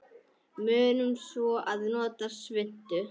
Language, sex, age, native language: Icelandic, female, 10, Icelandic